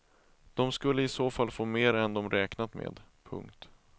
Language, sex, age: Swedish, male, 31